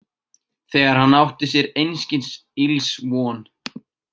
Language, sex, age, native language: Icelandic, male, 18-19, Icelandic